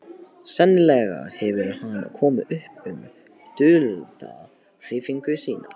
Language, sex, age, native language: Icelandic, male, 18-19, Polish